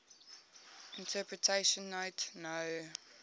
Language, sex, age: Afrikaans, female, 18